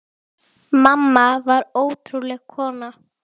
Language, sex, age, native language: Icelandic, female, 10, Icelandic